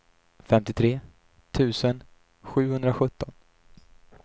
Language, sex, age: Swedish, male, 28